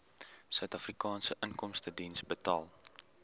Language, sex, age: Afrikaans, male, 18